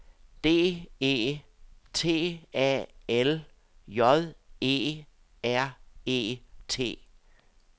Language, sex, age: Danish, male, 62